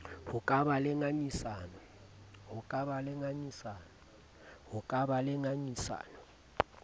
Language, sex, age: Southern Sotho, male, 30